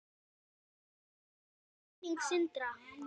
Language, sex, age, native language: Icelandic, male, 10, Icelandic